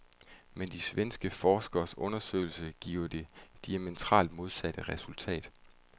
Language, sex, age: Danish, male, 31